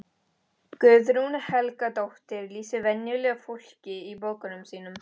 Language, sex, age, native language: Icelandic, female, 13, Spanish